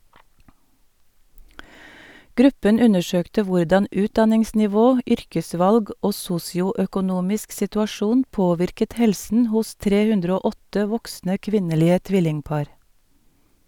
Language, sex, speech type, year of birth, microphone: Norwegian, female, read, 1962, Sennheiser